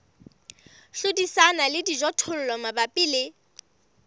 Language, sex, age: Southern Sotho, female, 25